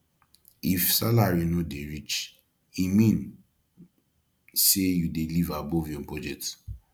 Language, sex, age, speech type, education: Nigerian Pidgin, male, 15-29, spontaneous, tertiary